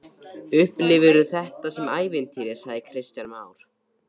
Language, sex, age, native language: Icelandic, male, 13, Icelandic